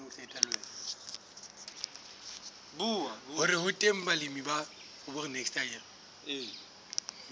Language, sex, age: Southern Sotho, male, 24